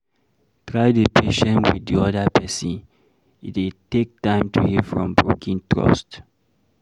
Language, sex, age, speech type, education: Nigerian Pidgin, male, 30-45, read, primary